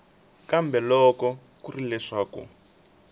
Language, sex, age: Tsonga, male, 18